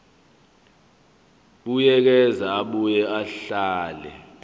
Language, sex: Zulu, male